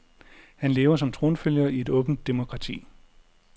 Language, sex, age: Danish, male, 40